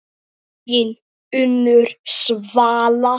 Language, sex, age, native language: Icelandic, male, 10, Icelandic